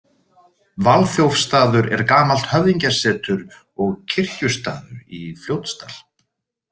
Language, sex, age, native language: Icelandic, male, 30-39, Icelandic